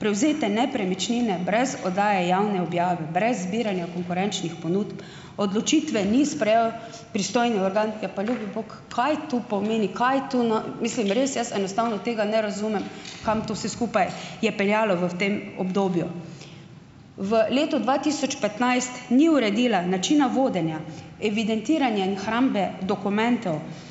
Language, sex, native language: Slovenian, female, Slovenian